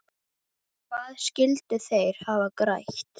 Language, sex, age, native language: Icelandic, male, 8, Icelandic